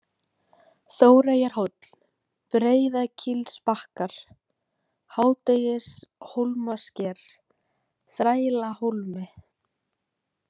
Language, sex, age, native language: Icelandic, female, 18-19, Icelandic